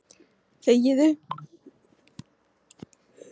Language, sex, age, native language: Icelandic, male, 16, Icelandic